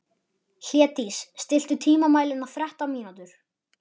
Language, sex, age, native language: Icelandic, male, 11, Icelandic